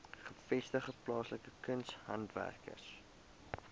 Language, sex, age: Afrikaans, male, 22